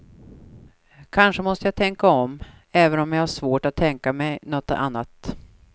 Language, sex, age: Swedish, female, 43